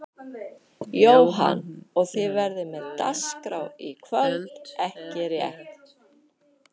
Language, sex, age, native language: Icelandic, male, 12, Icelandic